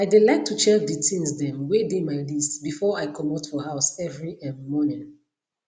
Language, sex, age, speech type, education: Nigerian Pidgin, female, 15-29, spontaneous, tertiary